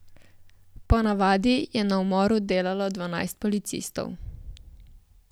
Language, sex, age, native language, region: Slovenian, female, 18-29, Slovenian, Southeast Slovenia